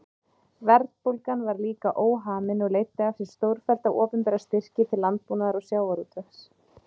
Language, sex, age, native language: Icelandic, female, 30-39, Icelandic